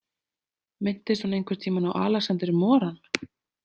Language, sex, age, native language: Icelandic, female, 30-39, Icelandic